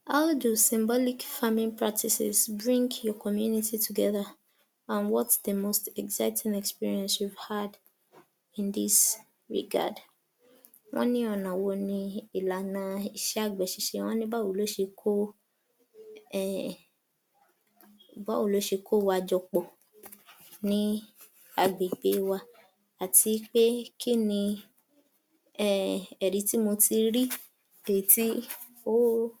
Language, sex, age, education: Yoruba, female, 46-60, tertiary